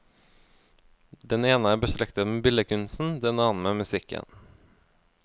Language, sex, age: Norwegian, male, 24